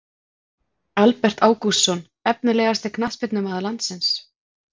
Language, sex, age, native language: Icelandic, female, 40-49, Icelandic